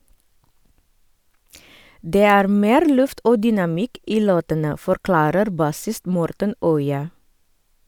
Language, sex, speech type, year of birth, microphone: Norwegian, female, read, 1978, Sennheiser